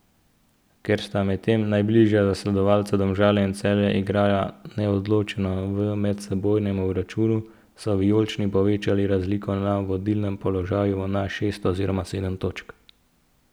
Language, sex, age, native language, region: Slovenian, male, 18-29, Slovenian, Central Slovenia